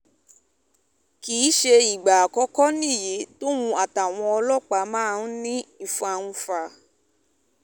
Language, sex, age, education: Yoruba, female, 15-29, tertiary